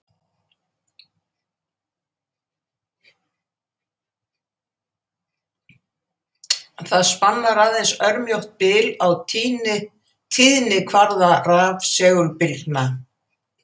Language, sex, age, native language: Icelandic, female, 80-89, Icelandic